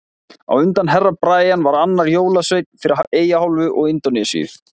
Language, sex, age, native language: Icelandic, male, 20-29, Icelandic